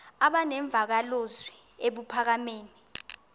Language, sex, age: Xhosa, female, 22